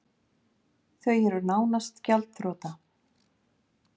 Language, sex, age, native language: Icelandic, female, 50-59, Icelandic